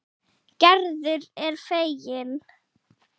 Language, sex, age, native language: Icelandic, female, 8, Icelandic